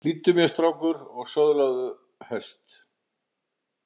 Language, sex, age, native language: Icelandic, male, 50-59, Icelandic